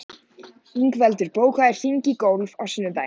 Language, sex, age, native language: Icelandic, male, 14, Icelandic